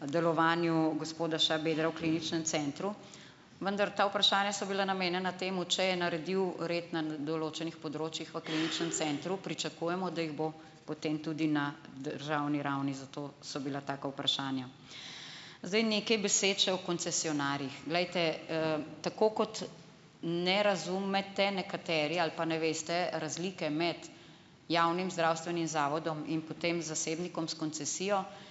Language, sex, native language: Slovenian, female, Slovenian